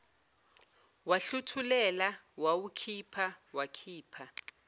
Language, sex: Zulu, female